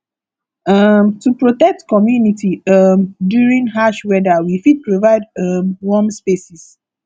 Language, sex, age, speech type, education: Nigerian Pidgin, female, 15-29, spontaneous, tertiary